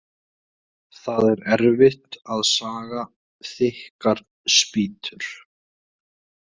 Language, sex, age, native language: Icelandic, male, 20-29, Icelandic